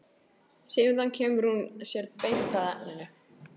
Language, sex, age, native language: Icelandic, female, 13, Icelandic